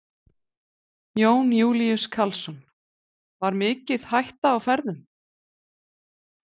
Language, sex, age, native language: Icelandic, female, 40-49, Icelandic